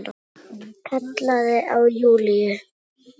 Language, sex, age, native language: Icelandic, female, 7, Icelandic